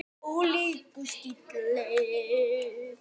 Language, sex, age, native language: Icelandic, male, 10, Icelandic